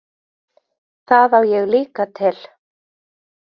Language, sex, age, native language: Icelandic, female, 20-29, Icelandic